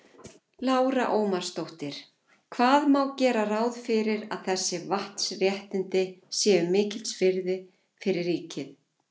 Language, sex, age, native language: Icelandic, female, 40-49, Icelandic